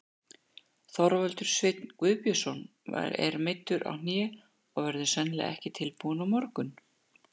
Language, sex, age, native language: Icelandic, female, 60-69, Icelandic